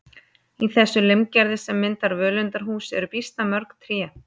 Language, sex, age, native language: Icelandic, female, 30-39, Icelandic